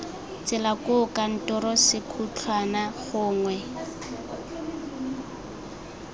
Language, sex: Tswana, female